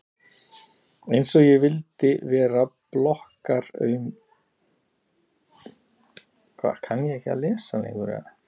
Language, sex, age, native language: Icelandic, male, 40-49, Icelandic